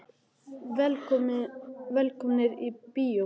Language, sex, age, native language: Icelandic, male, 11, Icelandic